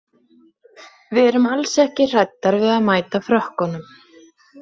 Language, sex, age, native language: Icelandic, female, 20-29, Icelandic